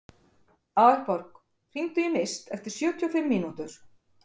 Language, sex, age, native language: Icelandic, female, 50-59, Icelandic